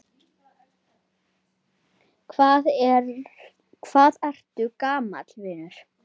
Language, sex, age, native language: Icelandic, female, 10, Icelandic